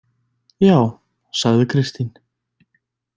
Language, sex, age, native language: Icelandic, male, 20-29, Icelandic